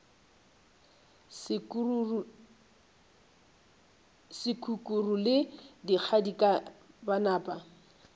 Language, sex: Northern Sotho, female